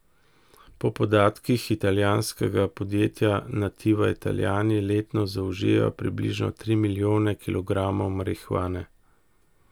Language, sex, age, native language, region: Slovenian, male, 50-59, Slovenian, Central Slovenia